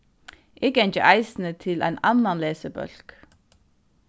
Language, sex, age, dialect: Faroese, female, 36-60, Suðurstreymoy